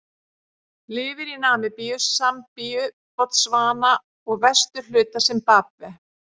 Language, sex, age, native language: Icelandic, female, 30-39, Icelandic